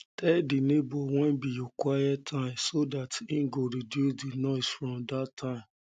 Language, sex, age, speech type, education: Nigerian Pidgin, male, 30-45, spontaneous, tertiary